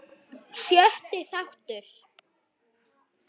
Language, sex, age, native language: Icelandic, female, 9, Icelandic